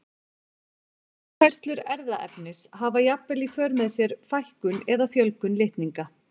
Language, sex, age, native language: Icelandic, female, 40-49, Icelandic